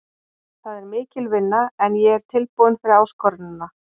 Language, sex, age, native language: Icelandic, female, 40-49, Icelandic